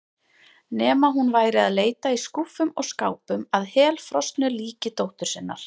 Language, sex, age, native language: Icelandic, female, 30-39, Icelandic